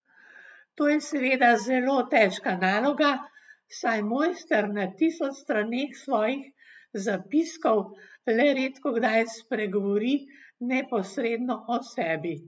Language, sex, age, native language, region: Slovenian, female, 60+, Slovenian, Gorenjska region